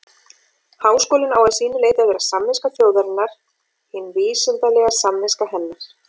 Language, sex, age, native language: Icelandic, female, 40-49, Icelandic